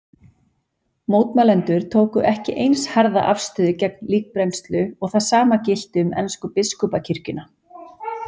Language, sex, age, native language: Icelandic, female, 40-49, Icelandic